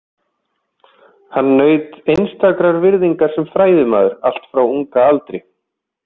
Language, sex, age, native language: Icelandic, male, 20-29, Icelandic